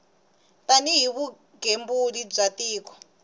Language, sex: Tsonga, female